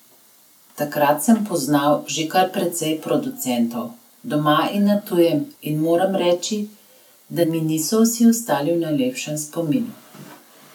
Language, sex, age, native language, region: Slovenian, female, 30-49, Slovenian, Gorenjska region